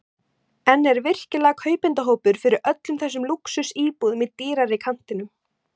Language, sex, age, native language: Icelandic, female, 18-19, Icelandic